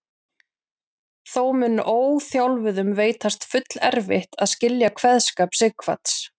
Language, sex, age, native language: Icelandic, female, 40-49, Icelandic